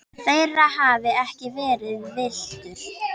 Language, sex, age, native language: Icelandic, female, 10, Icelandic